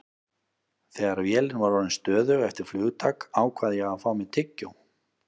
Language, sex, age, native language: Icelandic, male, 30-39, Icelandic